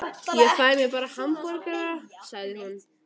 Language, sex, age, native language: Icelandic, female, 12, Icelandic